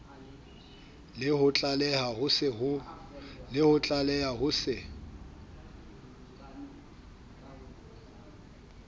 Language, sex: Southern Sotho, male